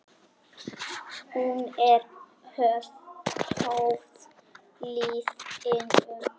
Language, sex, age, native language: Icelandic, female, 6, Icelandic